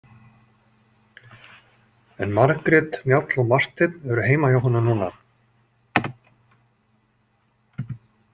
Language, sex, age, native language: Icelandic, male, 40-49, Icelandic